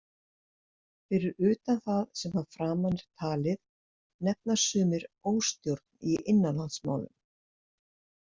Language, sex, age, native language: Icelandic, female, 60-69, Icelandic